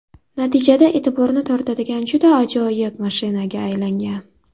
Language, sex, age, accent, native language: Uzbek, female, 19-29, Navoiy, Uzbek